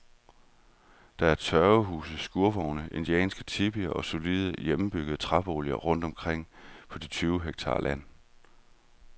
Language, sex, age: Danish, male, 31